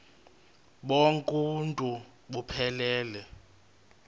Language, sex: Xhosa, male